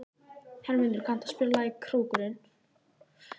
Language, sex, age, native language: Icelandic, male, 11, Icelandic